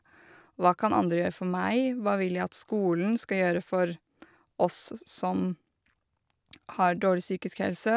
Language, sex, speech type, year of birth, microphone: Norwegian, female, spontaneous, 1986, Shure